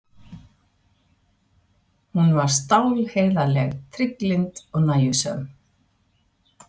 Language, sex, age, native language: Icelandic, female, 60-69, Swedish